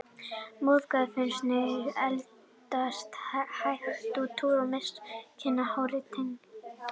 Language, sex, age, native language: Icelandic, male, 30-39, Icelandic